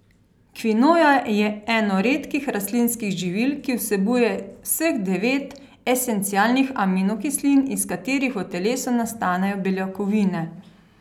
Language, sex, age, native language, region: Slovenian, female, 30-49, Slovenian, Carinthia region